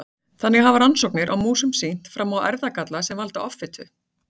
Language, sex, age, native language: Icelandic, female, 40-49, Icelandic